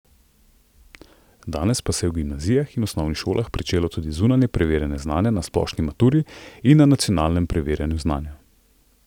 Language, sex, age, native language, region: Slovenian, male, 30-49, Slovenian, Central Slovenia